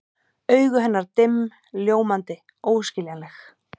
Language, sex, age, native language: Icelandic, female, 30-39, Icelandic